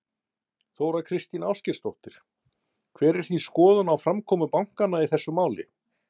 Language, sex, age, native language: Icelandic, male, 50-59, Icelandic